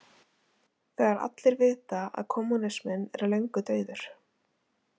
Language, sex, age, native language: Icelandic, female, 20-29, Icelandic